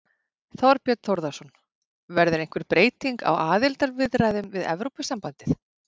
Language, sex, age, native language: Icelandic, female, 40-49, Icelandic